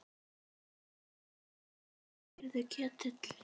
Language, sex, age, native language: Icelandic, female, 10, Icelandic